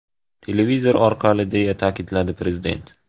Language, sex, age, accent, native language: Uzbek, male, 18-24, Navoiy, Uzbek